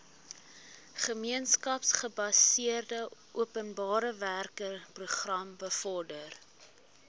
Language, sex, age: Afrikaans, female, 19